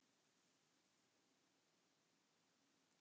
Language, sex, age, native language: Icelandic, female, 40-49, Icelandic